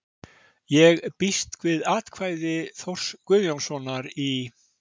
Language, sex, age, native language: Icelandic, male, 60-69, Icelandic